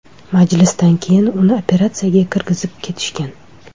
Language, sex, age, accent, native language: Uzbek, female, 25-34, Toshkent shahri, Uzbek